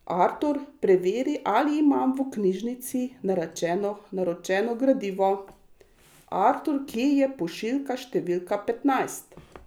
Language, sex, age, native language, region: Slovenian, female, 60+, Slovenian, Savinja region